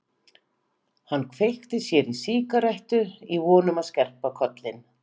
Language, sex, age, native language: Icelandic, female, 50-59, Icelandic